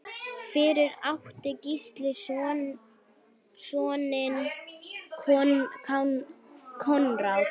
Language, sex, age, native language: Icelandic, female, 9, Icelandic